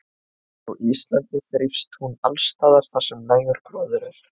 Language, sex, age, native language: Icelandic, female, 20-29, Icelandic